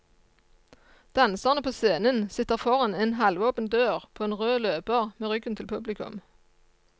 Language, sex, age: Norwegian, female, 54